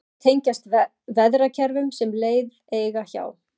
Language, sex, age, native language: Icelandic, female, 40-49, Icelandic